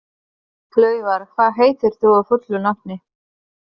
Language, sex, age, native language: Icelandic, female, 30-39, Polish